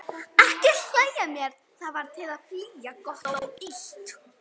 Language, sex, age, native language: Icelandic, female, 18-19, Icelandic